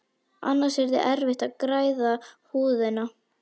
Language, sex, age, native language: Icelandic, female, 11, Icelandic